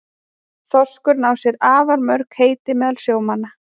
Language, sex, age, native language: Icelandic, female, 30-39, Icelandic